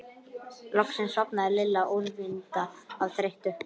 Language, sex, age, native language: Icelandic, male, 12, Icelandic